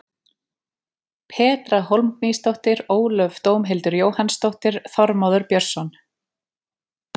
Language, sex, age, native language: Icelandic, female, 30-39, Icelandic